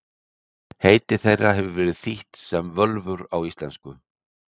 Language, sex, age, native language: Icelandic, male, 60-69, Icelandic